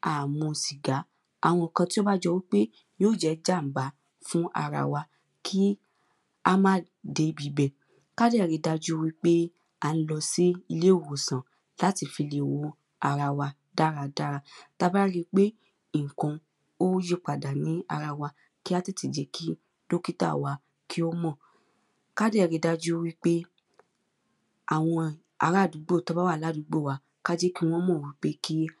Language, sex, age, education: Yoruba, female, 15-29, primary